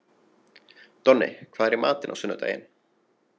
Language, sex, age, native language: Icelandic, male, 20-29, Icelandic